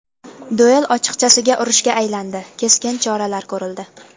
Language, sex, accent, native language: Uzbek, female, Qashqadaryo, Uzbek